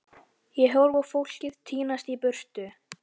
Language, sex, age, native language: Icelandic, male, 13, Icelandic